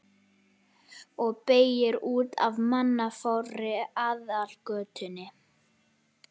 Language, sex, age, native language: Icelandic, male, 11, Icelandic